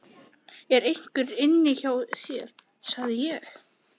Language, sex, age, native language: Icelandic, male, 11, Icelandic